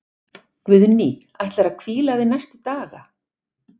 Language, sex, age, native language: Icelandic, female, 60-69, Icelandic